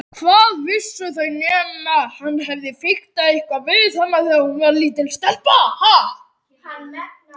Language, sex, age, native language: Icelandic, male, 18-19, Icelandic